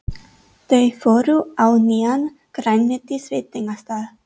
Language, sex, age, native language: Icelandic, female, 30-39, English